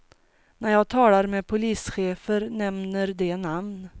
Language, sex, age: Swedish, female, 42